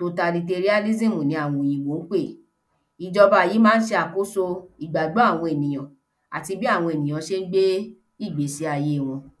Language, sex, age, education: Yoruba, female, 15-29, tertiary